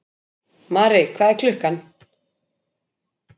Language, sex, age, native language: Icelandic, female, 50-59, Icelandic